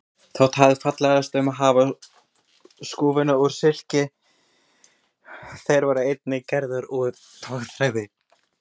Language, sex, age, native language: Icelandic, female, 20-29, Icelandic